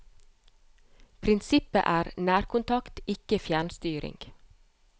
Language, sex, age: Norwegian, female, 30